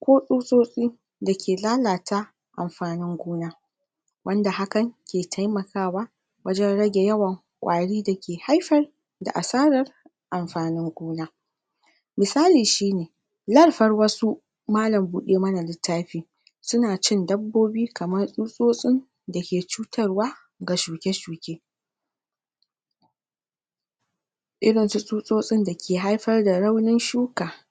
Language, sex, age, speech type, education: Hausa, female, 46-60, spontaneous, primary